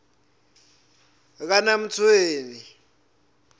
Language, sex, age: South Ndebele, male, 20